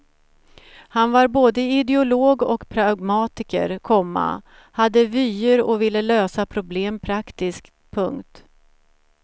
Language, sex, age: Swedish, female, 47